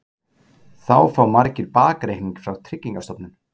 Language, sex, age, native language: Icelandic, male, 40-49, Icelandic